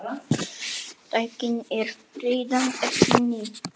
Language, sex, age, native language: Icelandic, male, 9, Polish